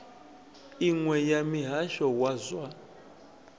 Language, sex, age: Venda, male, 21